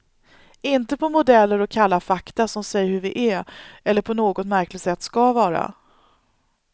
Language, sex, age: Swedish, female, 39